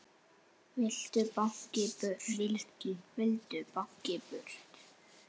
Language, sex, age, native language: Icelandic, female, 8, Icelandic